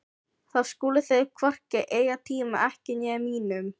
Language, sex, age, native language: Icelandic, female, 15, Filipino